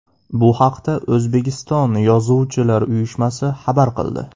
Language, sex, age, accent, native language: Uzbek, male, 18-24, Andijon, Uzbek